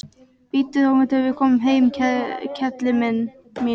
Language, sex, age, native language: Icelandic, female, 12, Icelandic